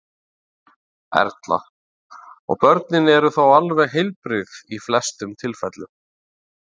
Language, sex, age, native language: Icelandic, male, 40-49, Icelandic